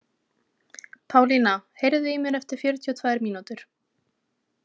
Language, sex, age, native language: Icelandic, female, 20-29, Icelandic